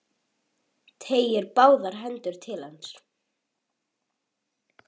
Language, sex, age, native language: Icelandic, female, 10, Icelandic